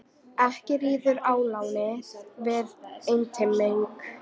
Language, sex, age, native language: Icelandic, female, 18-19, Icelandic